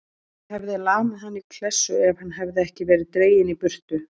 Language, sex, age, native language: Icelandic, female, 30-39, Icelandic